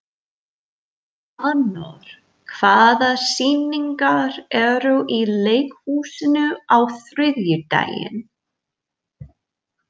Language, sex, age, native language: Icelandic, female, 40-49, English